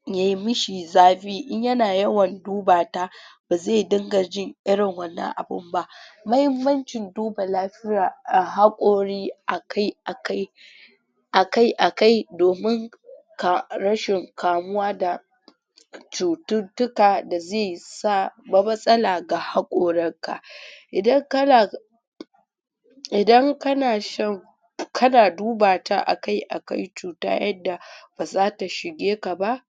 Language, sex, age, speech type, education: Hausa, female, 46-60, spontaneous, tertiary